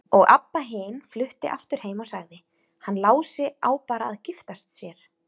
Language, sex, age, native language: Icelandic, female, 30-39, Icelandic